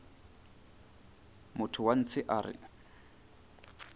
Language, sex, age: Northern Sotho, male, 29